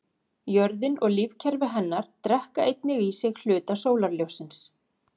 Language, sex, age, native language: Icelandic, female, 40-49, Icelandic